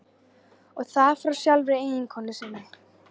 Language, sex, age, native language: Icelandic, female, 13, Icelandic